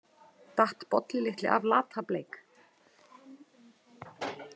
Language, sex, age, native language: Icelandic, female, 30-39, Icelandic